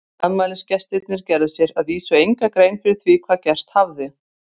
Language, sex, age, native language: Icelandic, female, 50-59, Icelandic